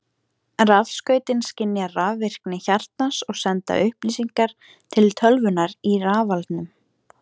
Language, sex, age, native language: Icelandic, female, 18-19, Icelandic